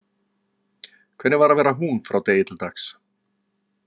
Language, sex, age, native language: Icelandic, male, 40-49, Icelandic